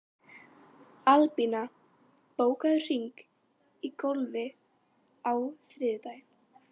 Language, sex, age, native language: Icelandic, female, 12, Icelandic